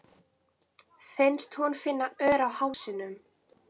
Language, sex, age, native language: Icelandic, female, 11, Icelandic